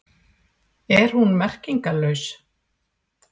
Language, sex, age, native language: Icelandic, female, 40-49, Icelandic